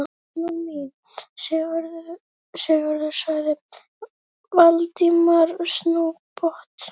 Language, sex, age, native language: Icelandic, female, 11, Icelandic